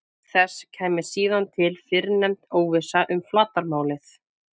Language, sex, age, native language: Icelandic, female, 20-29, Icelandic